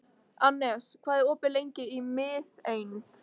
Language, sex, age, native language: Icelandic, female, 13, Icelandic